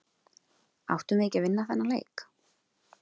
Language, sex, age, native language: Icelandic, female, 20-29, Icelandic